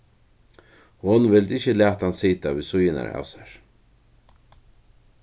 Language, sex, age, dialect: Faroese, male, 61+, Norðurstreymoy/Eysturoy